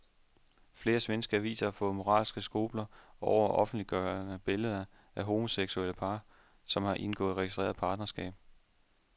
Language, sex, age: Danish, male, 27